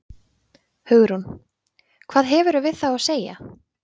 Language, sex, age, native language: Icelandic, female, 20-29, Icelandic